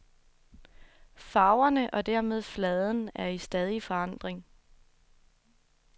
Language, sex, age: Danish, female, 24